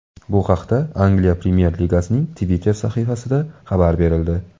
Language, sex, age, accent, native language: Uzbek, male, 18-24, Toshkent viloyati, Uzbek